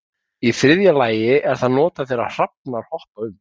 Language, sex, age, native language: Icelandic, male, 30-39, Icelandic